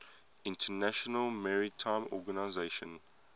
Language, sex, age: English, male, 22